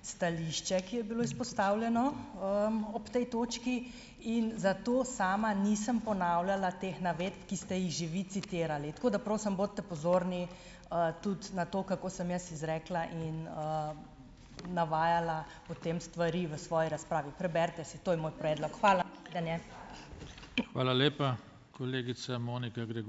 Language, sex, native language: Slovenian, female, Slovenian